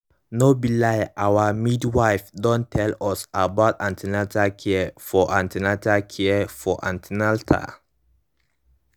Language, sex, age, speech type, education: Nigerian Pidgin, male, 15-29, spontaneous, tertiary